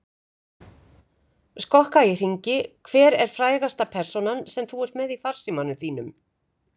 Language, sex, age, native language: Icelandic, female, 50-59, Icelandic